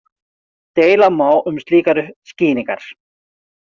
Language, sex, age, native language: Icelandic, male, 40-49, Icelandic